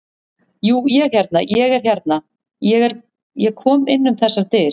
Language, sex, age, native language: Icelandic, female, 40-49, Icelandic